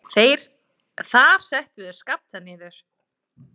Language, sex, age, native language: Icelandic, female, 8, Icelandic